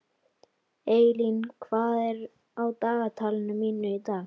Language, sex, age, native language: Icelandic, female, 12, Icelandic